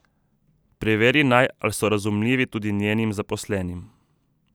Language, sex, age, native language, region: Slovenian, male, 30-49, Slovenian, Southeast Slovenia